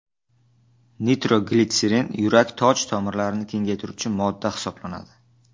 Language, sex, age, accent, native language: Uzbek, male, under 19, Navoiy, Uzbek